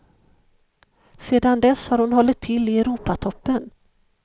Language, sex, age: Swedish, female, 51